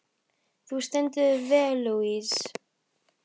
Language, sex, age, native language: Icelandic, female, 12, Icelandic